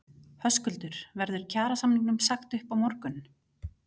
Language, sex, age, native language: Icelandic, female, 40-49, Icelandic